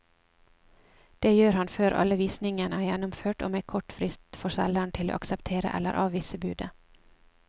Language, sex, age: Norwegian, female, 27